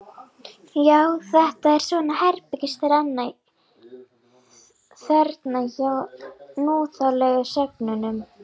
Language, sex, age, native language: Icelandic, female, 11, Icelandic